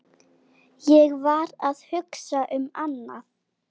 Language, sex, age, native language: Icelandic, female, 11, Icelandic